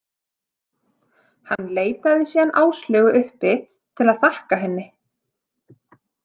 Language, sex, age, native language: Icelandic, female, 30-39, Icelandic